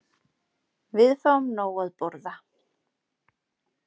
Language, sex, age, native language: Icelandic, female, 40-49, Icelandic